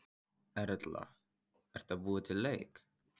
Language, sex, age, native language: Icelandic, male, 14, Icelandic